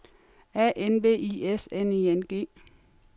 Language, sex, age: Danish, female, 42